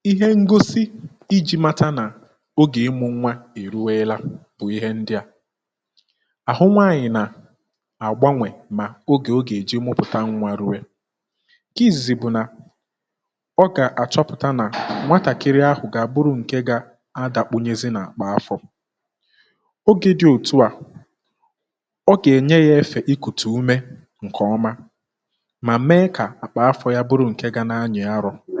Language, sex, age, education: Igbo, male, 15-29, tertiary